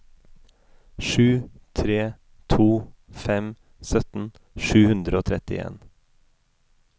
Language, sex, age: Norwegian, male, 33